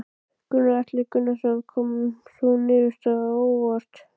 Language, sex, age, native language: Icelandic, male, 12, Icelandic